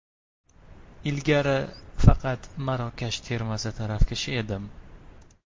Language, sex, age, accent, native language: Uzbek, male, 19-29, Toshkent shahri, Uzbek